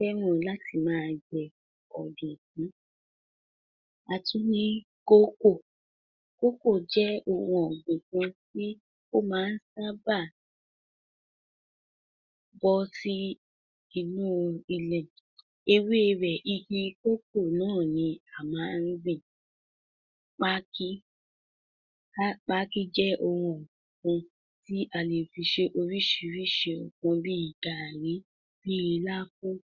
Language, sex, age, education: Yoruba, female, 46-60, tertiary